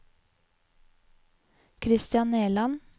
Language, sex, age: Norwegian, female, 20